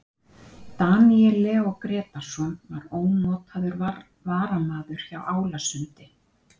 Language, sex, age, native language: Icelandic, female, 50-59, Icelandic